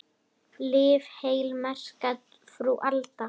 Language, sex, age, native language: Icelandic, female, 10, Icelandic